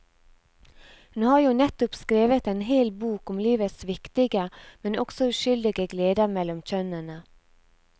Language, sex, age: Norwegian, female, 34